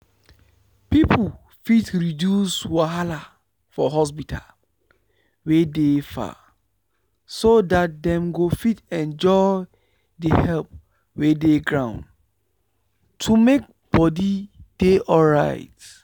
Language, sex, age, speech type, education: Nigerian Pidgin, male, 15-29, spontaneous, tertiary